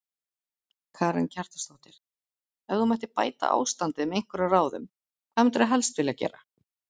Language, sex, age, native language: Icelandic, female, 40-49, Icelandic